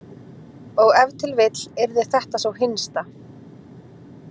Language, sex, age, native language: Icelandic, female, 20-29, Icelandic